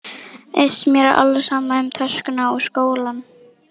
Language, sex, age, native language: Icelandic, female, 11, Icelandic